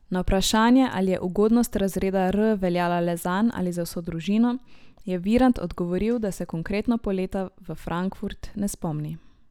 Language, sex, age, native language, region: Slovenian, male, 18-29, Slovenian, Drava region